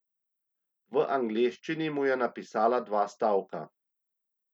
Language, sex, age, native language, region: Slovenian, male, 30-49, Slovenian, Central Slovenia